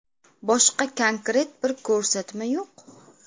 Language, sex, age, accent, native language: Uzbek, female, under 19, Namangan, Uzbek